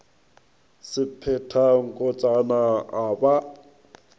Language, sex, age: Northern Sotho, male, 22